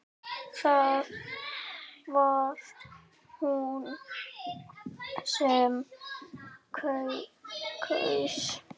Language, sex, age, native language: Icelandic, female, 9, Icelandic